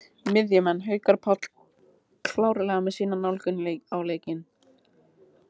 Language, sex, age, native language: Icelandic, female, 18-19, Icelandic